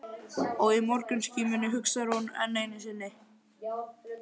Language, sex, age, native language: Icelandic, male, 11, Icelandic